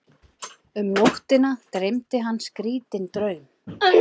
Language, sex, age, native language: Icelandic, male, 11, Icelandic